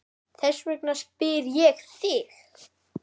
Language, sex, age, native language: Icelandic, female, 9, Icelandic